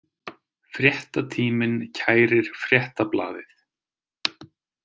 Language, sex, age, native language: Icelandic, male, 30-39, Icelandic